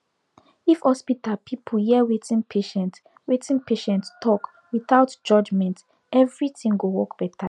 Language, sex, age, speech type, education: Nigerian Pidgin, female, 15-29, spontaneous, tertiary